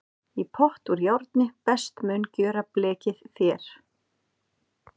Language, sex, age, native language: Icelandic, female, 40-49, Icelandic